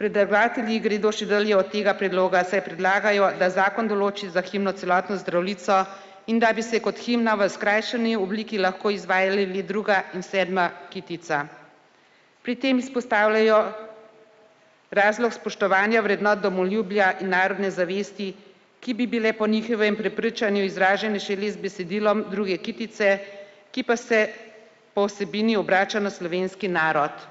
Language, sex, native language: Slovenian, female, Slovenian